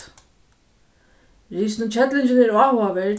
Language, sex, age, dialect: Faroese, female, 36-60, Suðuroy